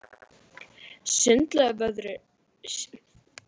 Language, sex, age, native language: Icelandic, female, 12, Icelandic